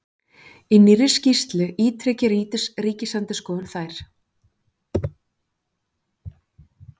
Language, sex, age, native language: Icelandic, female, 40-49, Icelandic